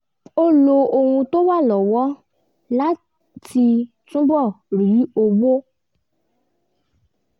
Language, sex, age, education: Yoruba, female, 15-29, tertiary